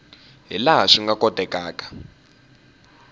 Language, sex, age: Tsonga, male, 18